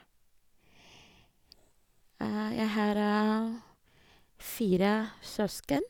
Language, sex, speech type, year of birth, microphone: Norwegian, female, spontaneous, 1986, Sennheiser